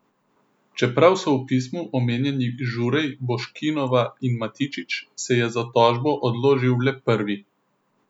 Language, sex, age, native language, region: Slovenian, male, 18-29, Slovenian, Southeast Slovenia